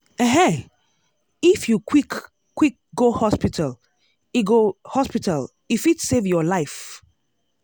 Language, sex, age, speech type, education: Nigerian Pidgin, female, 30-45, spontaneous, tertiary